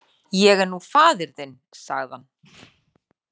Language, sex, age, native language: Icelandic, female, 40-49, Icelandic